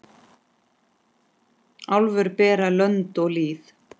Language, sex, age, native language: Icelandic, female, 10, Icelandic